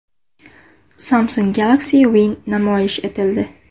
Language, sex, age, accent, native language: Uzbek, female, under 19, Andijon, Uzbek